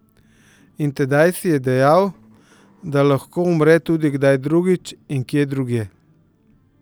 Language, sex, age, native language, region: Slovenian, male, 50-59, Slovenian, Central Slovenia